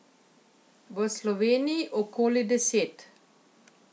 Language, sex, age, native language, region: Slovenian, female, 50-59, Slovenian, Central Slovenia